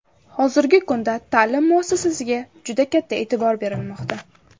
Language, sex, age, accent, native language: Uzbek, female, under 19, Samarqand, Uzbek